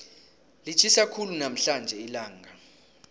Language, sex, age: South Ndebele, male, 18